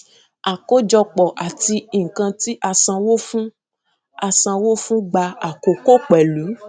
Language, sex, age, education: Yoruba, female, 15-29, tertiary